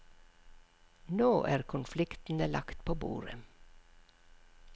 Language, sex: Norwegian, female